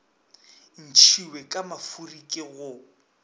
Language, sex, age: Northern Sotho, male, 24